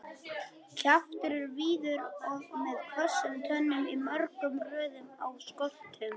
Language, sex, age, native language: Icelandic, male, 21, Icelandic